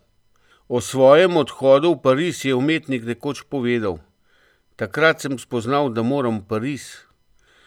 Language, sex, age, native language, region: Slovenian, male, 50-59, Slovenian, Central Slovenia